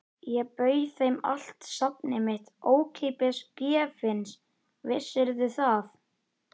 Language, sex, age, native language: Icelandic, male, 11, Icelandic